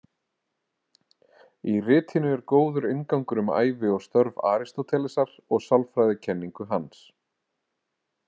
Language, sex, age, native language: Icelandic, male, 40-49, Icelandic